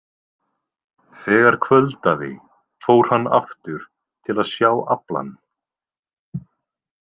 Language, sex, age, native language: Icelandic, male, 20-29, Icelandic